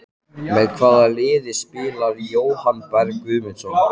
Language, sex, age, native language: Icelandic, male, 14, Icelandic